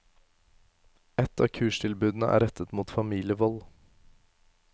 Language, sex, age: Norwegian, male, 24